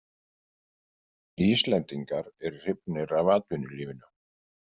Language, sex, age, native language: Icelandic, male, 50-59, Icelandic